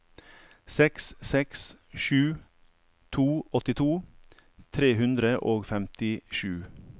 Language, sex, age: Norwegian, male, 55